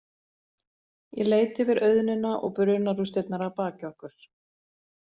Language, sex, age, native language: Icelandic, female, 40-49, Icelandic